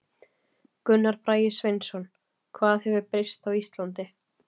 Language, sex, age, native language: Icelandic, female, 30-39, Icelandic